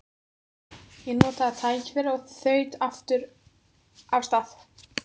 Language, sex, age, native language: Icelandic, female, 14, Icelandic